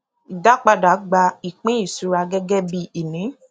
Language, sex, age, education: Yoruba, female, 15-29, tertiary